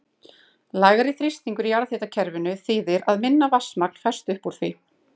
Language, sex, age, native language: Icelandic, female, 30-39, Icelandic